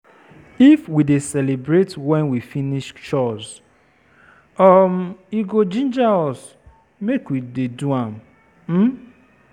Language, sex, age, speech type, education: Nigerian Pidgin, female, 30-45, spontaneous, tertiary